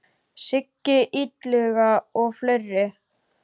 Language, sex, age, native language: Icelandic, male, 10, Icelandic